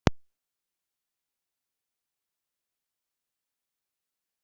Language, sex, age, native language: Icelandic, female, 40-49, Icelandic